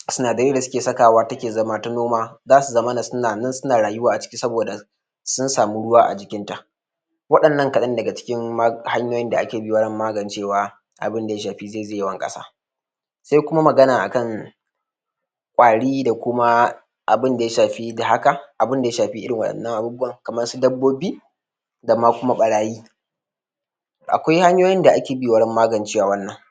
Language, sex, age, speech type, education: Hausa, male, 15-29, spontaneous, tertiary